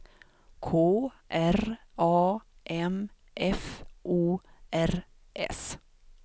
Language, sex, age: Swedish, female, 42